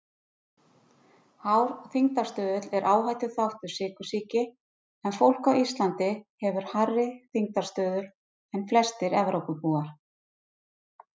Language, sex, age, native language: Icelandic, female, 50-59, Icelandic